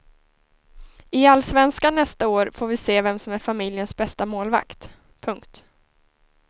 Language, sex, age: Swedish, female, 19